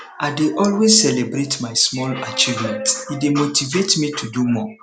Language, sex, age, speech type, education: Nigerian Pidgin, male, 30-45, spontaneous, tertiary